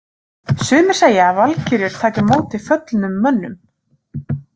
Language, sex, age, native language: Icelandic, female, 30-39, Icelandic